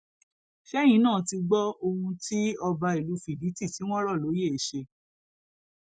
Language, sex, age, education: Yoruba, female, 46-60, tertiary